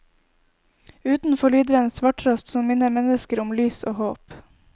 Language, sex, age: Norwegian, female, 20